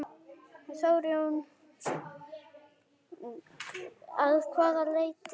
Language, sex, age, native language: Icelandic, female, 9, Icelandic